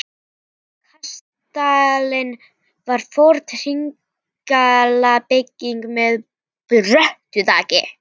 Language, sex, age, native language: Icelandic, female, 11, Icelandic